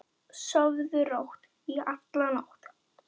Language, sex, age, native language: Icelandic, female, 9, Icelandic